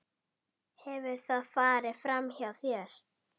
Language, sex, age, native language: Icelandic, female, 8, Icelandic